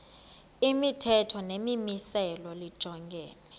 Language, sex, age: Xhosa, female, 26